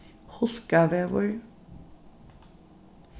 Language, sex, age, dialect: Faroese, female, 36-60, Norðurstreymoy/Eysturoy